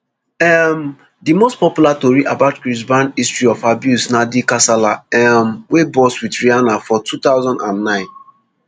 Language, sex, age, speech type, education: Nigerian Pidgin, male, 15-29, spontaneous, tertiary